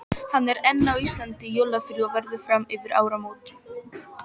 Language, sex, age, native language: Icelandic, female, 18-19, Icelandic